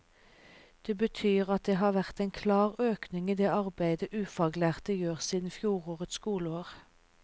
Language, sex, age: Norwegian, female, 36